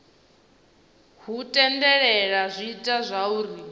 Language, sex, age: Venda, female, 19